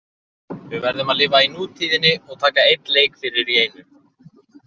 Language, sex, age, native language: Icelandic, male, 20-29, Icelandic